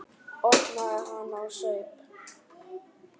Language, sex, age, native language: Icelandic, male, 8, Icelandic